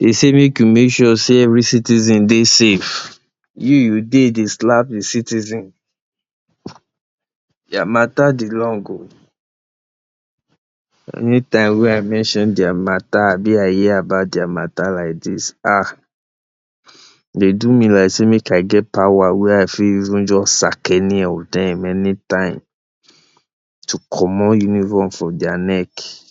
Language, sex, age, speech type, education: Nigerian Pidgin, male, 60+, spontaneous, tertiary